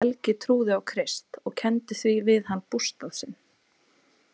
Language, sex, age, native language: Icelandic, female, 20-29, Icelandic